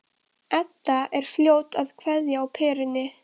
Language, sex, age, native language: Icelandic, female, 12, Icelandic